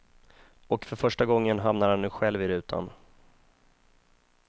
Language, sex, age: Swedish, male, 31